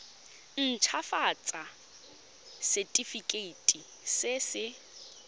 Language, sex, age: Tswana, female, 22